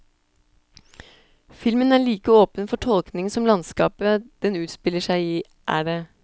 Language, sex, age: Norwegian, female, 26